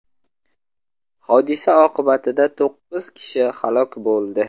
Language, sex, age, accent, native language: Uzbek, male, 25-34, Samarqand, Uzbek